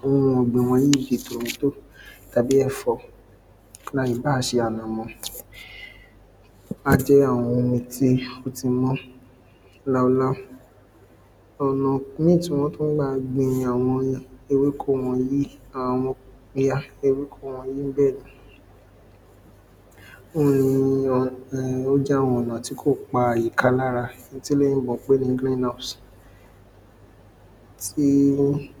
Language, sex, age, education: Yoruba, male, 15-29, secondary